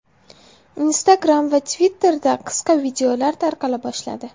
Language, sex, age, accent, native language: Uzbek, female, 18-24, Farg'ona, Uzbek